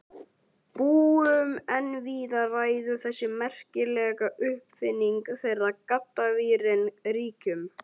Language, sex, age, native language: Icelandic, male, 11, Icelandic